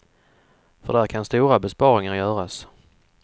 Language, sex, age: Swedish, male, 44